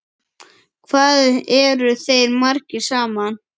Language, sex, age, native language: Icelandic, male, 9, Icelandic